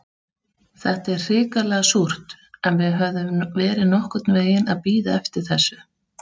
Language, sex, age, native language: Icelandic, female, 30-39, Icelandic